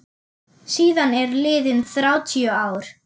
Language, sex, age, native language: Icelandic, female, 9, German